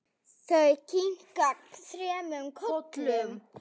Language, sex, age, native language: Icelandic, female, 7, Icelandic